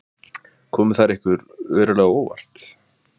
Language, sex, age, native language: Icelandic, male, 20-29, Icelandic